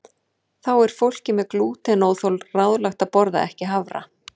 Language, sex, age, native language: Icelandic, female, 40-49, Icelandic